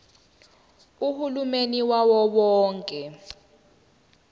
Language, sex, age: Zulu, female, 19